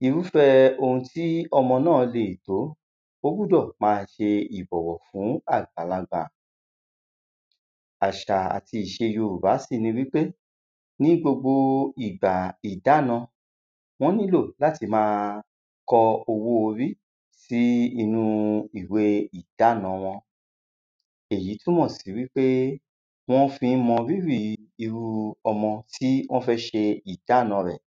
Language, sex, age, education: Yoruba, male, 30-45, secondary